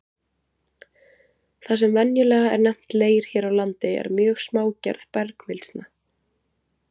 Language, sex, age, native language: Icelandic, female, 20-29, Icelandic